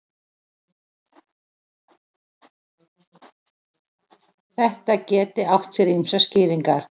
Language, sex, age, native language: Icelandic, female, 40-49, Icelandic